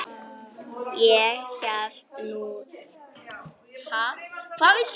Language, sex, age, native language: Icelandic, female, 9, Icelandic